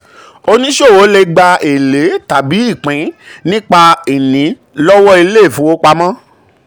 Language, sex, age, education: Yoruba, male, 30-45, tertiary